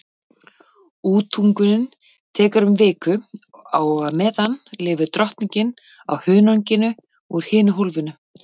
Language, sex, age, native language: Icelandic, female, 40-49, Icelandic